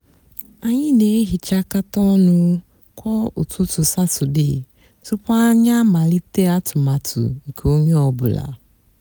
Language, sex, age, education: Igbo, female, 15-29, tertiary